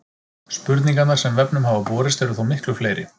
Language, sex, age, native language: Icelandic, male, 30-39, Icelandic